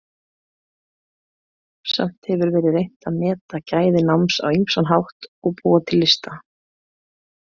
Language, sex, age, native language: Icelandic, female, 20-29, Icelandic